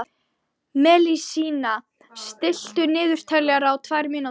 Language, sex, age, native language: Icelandic, female, 12, Icelandic